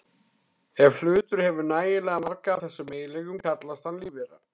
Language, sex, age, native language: Icelandic, male, 30-39, Icelandic